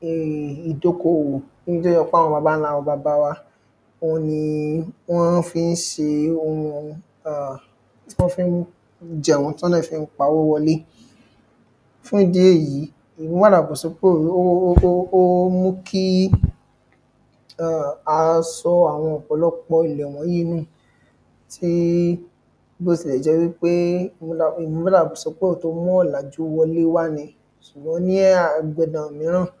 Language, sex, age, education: Yoruba, male, 15-29, secondary